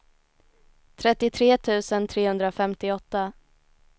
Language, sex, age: Swedish, female, 19